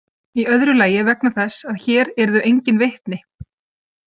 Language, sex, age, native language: Icelandic, female, 30-39, Icelandic